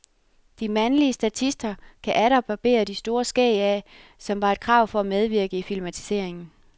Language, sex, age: Danish, female, 33